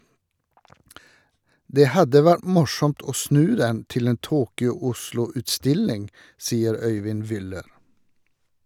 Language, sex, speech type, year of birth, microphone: Norwegian, male, read, 1952, Shure